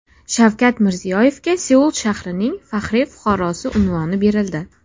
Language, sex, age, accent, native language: Uzbek, female, under 19, Namangan, Uzbek